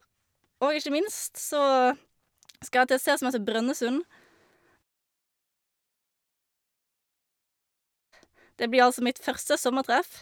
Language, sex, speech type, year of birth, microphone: Norwegian, female, spontaneous, 1991, Shure